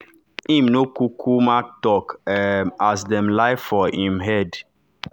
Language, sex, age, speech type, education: Nigerian Pidgin, male, 30-45, spontaneous, tertiary